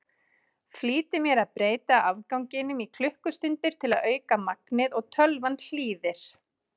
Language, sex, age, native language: Icelandic, female, 30-39, Icelandic